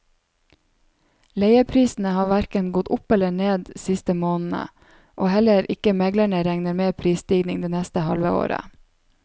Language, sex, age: Norwegian, female, 27